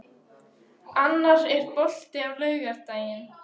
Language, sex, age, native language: Icelandic, female, 13, Icelandic